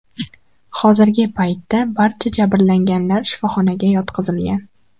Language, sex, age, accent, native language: Uzbek, female, 12-17, Farg'ona, Uzbek